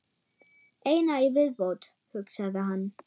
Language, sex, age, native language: Icelandic, female, 9, German